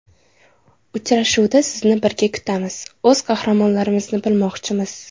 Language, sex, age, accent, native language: Uzbek, female, 18-24, Samarqand, Uzbek